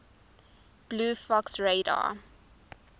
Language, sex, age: English, female, 19